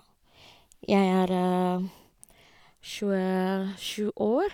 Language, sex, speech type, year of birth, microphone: Norwegian, female, spontaneous, 1986, Sennheiser